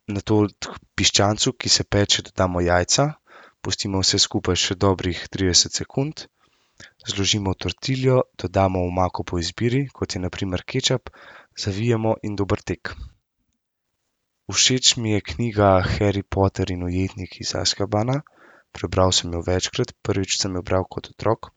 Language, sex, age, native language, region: Slovenian, male, 18-29, Slovenian, Central Slovenia